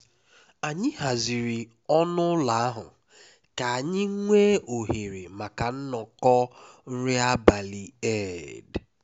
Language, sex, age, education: Igbo, male, 15-29, tertiary